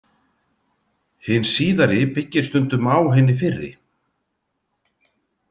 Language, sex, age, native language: Icelandic, male, 50-59, Icelandic